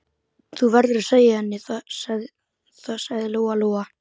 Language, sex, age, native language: Icelandic, male, 12, Icelandic